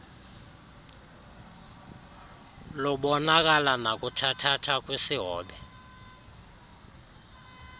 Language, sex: Xhosa, male